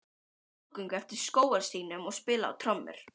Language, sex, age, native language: Icelandic, female, 12, Icelandic